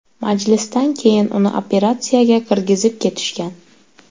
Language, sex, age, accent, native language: Uzbek, female, 18-24, Sirdaryo, Uzbek